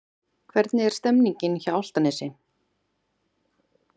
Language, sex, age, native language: Icelandic, female, 30-39, Icelandic